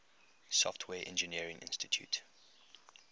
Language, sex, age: English, male, 21